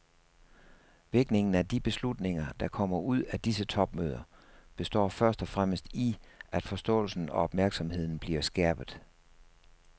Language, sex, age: Danish, male, 56